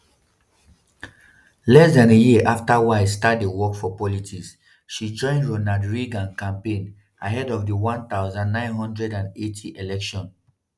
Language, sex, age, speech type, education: Nigerian Pidgin, female, 30-45, spontaneous, tertiary